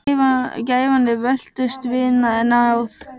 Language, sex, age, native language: Icelandic, female, 12, Icelandic